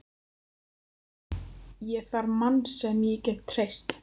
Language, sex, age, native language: Icelandic, female, 14, Icelandic